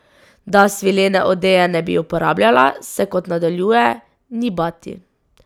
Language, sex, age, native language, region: Slovenian, female, 18-29, Slovenian, Drava region